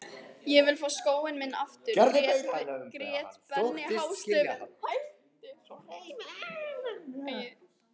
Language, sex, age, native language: Icelandic, female, 14, Icelandic